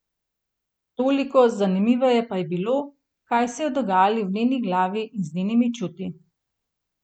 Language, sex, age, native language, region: Slovenian, female, 30-49, Slovenian, Gorenjska region